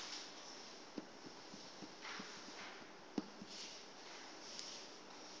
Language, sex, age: South Ndebele, male, 25